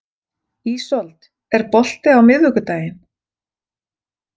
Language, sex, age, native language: Icelandic, female, 40-49, Icelandic